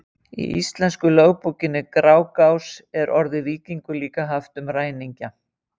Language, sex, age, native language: Icelandic, female, 50-59, Icelandic